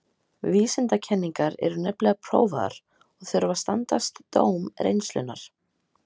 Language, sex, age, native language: Icelandic, female, 18-19, Icelandic